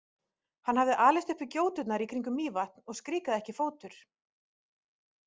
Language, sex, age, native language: Icelandic, female, 30-39, Icelandic